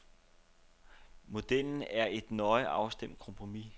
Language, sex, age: Danish, male, 29